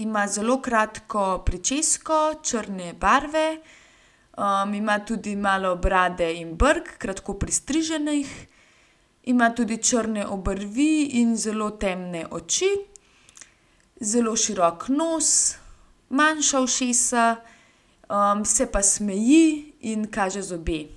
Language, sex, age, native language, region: Slovenian, female, 18-29, Slovenian, Gorenjska region